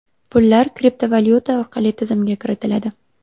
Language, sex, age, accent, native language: Uzbek, female, 18-24, Sirdaryo, Uzbek